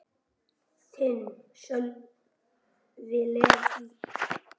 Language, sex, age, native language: Icelandic, male, 10, Icelandic